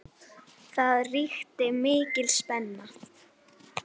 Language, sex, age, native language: Icelandic, female, 9, Icelandic